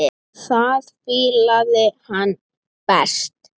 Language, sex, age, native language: Icelandic, male, 9, Icelandic